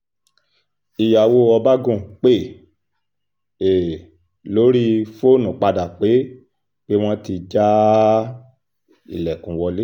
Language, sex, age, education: Yoruba, male, 46-60, tertiary